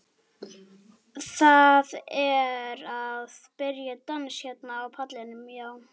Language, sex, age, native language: Icelandic, male, 12, Icelandic